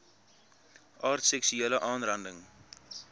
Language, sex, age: Afrikaans, male, 22